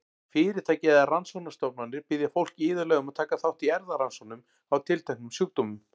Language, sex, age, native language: Icelandic, male, 40-49, Icelandic